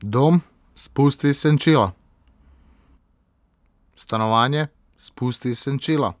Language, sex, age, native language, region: Slovenian, male, 18-29, Slovenian, Southeast Slovenia